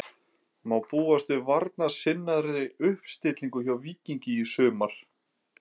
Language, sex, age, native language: Icelandic, female, 11, Icelandic